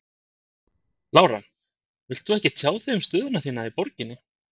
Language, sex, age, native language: Icelandic, male, 30-39, Icelandic